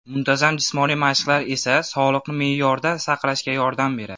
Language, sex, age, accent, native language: Uzbek, male, 19-29, Andijon, Uzbek